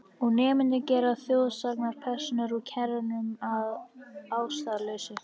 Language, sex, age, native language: Icelandic, female, 13, Icelandic